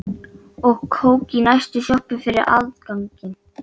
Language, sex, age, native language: Icelandic, female, 13, Icelandic